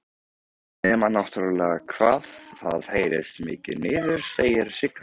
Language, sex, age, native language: Icelandic, male, 13, Icelandic